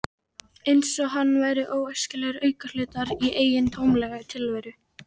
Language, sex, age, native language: Icelandic, female, 13, Icelandic